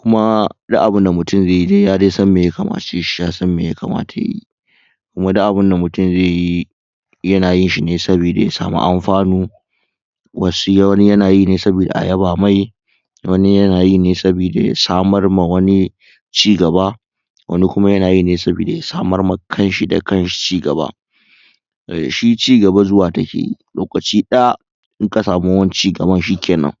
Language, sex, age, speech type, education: Hausa, male, 15-29, spontaneous, tertiary